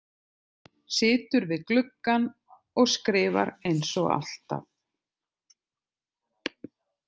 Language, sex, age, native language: Icelandic, other, 50-59, Icelandic